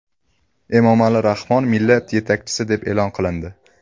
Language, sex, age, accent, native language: Uzbek, male, 18-24, Toshkent shahri, Uzbek